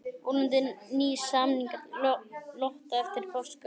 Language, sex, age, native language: Icelandic, male, 18-19, Icelandic